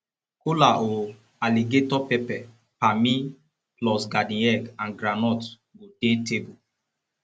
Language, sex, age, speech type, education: Nigerian Pidgin, male, 15-29, spontaneous, tertiary